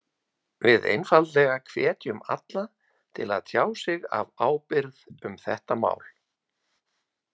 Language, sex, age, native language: Icelandic, male, 50-59, Icelandic